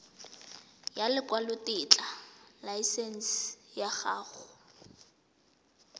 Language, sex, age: Tswana, female, 20